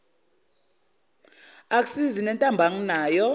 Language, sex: Zulu, female